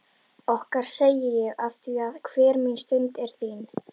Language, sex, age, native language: Icelandic, female, 11, Icelandic